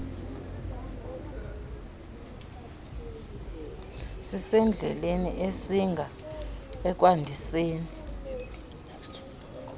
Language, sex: Xhosa, female